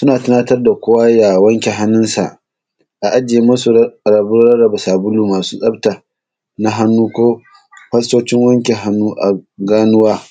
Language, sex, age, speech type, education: Hausa, male, 30-45, spontaneous, tertiary